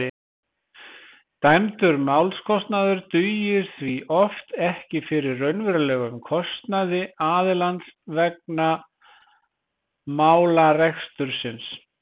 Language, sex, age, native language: Icelandic, male, 20-29, Icelandic